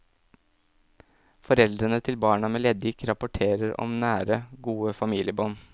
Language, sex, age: Norwegian, male, 27